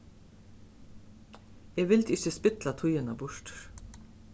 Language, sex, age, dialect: Faroese, female, 36-60, Suðurstreymoy